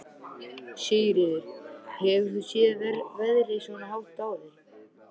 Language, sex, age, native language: Icelandic, male, 13, Icelandic